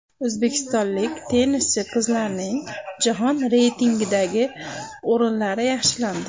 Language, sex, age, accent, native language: Uzbek, female, 25-34, Andijon, Uzbek